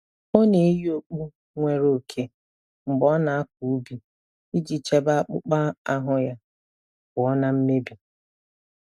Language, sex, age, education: Igbo, female, 30-45, tertiary